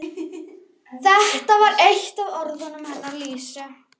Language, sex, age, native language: Icelandic, female, 11, Icelandic